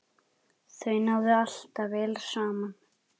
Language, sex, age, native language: Icelandic, male, 10, Icelandic